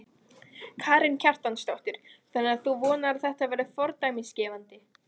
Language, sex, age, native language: Icelandic, female, 20-29, Icelandic